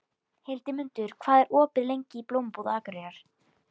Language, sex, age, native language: Icelandic, female, 12, Icelandic